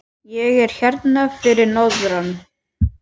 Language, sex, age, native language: Icelandic, male, 10, Icelandic